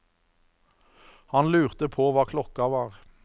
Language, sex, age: Norwegian, male, 54